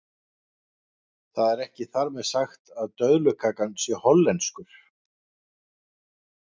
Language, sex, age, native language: Icelandic, male, 50-59, Icelandic